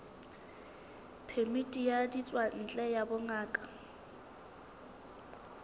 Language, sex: Southern Sotho, female